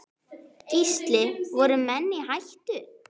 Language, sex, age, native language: Icelandic, male, 10, Icelandic